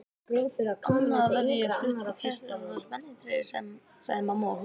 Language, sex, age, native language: Icelandic, female, 18-19, Icelandic